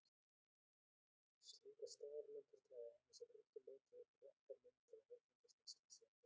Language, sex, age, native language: Icelandic, male, 20-29, Icelandic